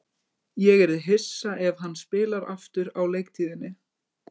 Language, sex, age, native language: Icelandic, male, 20-29, Icelandic